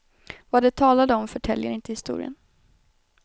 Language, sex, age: Swedish, female, 21